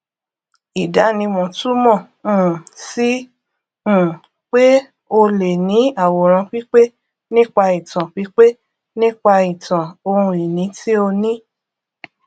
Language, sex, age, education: Yoruba, female, 30-45, tertiary